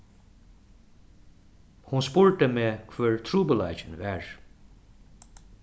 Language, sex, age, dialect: Faroese, male, 36-60, Suðuroy